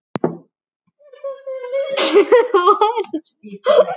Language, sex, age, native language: Icelandic, male, 9, Icelandic